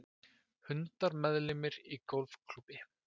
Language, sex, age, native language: Icelandic, male, 20-29, Icelandic